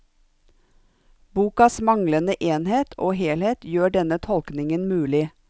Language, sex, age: Norwegian, female, 45